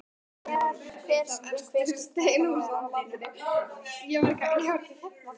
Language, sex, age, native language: Icelandic, female, 12, Icelandic